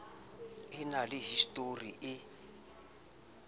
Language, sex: Southern Sotho, male